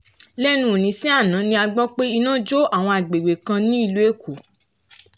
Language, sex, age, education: Yoruba, female, 15-29, tertiary